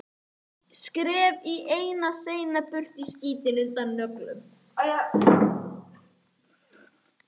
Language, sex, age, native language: Icelandic, male, 11, Icelandic